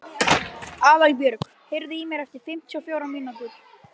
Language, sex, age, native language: Icelandic, male, 12, Icelandic